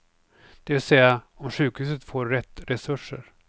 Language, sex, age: Swedish, male, 49